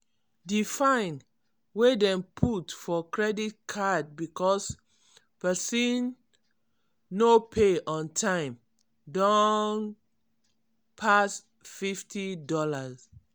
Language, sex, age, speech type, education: Nigerian Pidgin, female, 46-60, spontaneous, tertiary